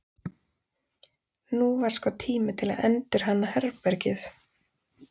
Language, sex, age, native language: Icelandic, female, 30-39, Icelandic